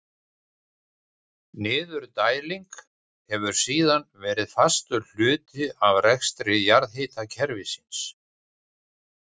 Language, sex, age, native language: Icelandic, male, 60-69, Icelandic